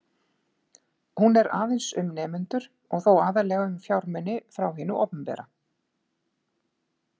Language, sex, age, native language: Icelandic, female, 50-59, Icelandic